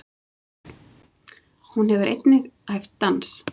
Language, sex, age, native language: Icelandic, female, 7, Icelandic